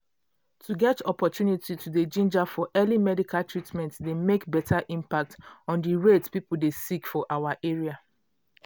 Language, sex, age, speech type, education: Nigerian Pidgin, female, 30-45, spontaneous, tertiary